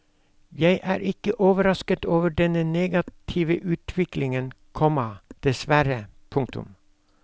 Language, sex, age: Norwegian, male, 52